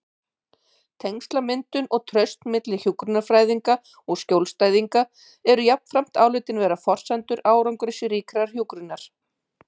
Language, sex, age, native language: Icelandic, female, 50-59, Icelandic